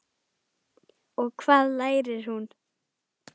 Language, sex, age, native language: Icelandic, female, 10, Icelandic